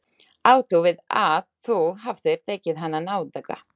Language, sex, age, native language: Icelandic, female, 20-29, Slovak